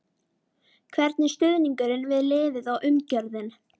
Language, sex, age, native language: Icelandic, female, 12, Icelandic